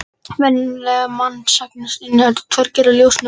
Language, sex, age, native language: Icelandic, female, 60-69, Icelandic